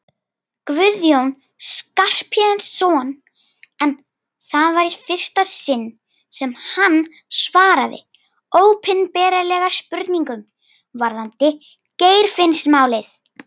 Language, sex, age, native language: Icelandic, female, 40-49, Icelandic